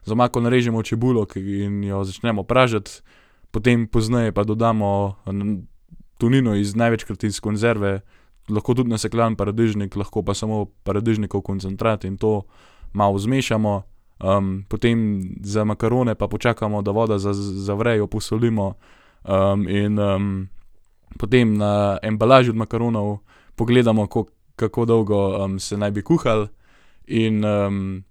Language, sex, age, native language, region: Slovenian, male, 18-29, Slovenian, Gorenjska region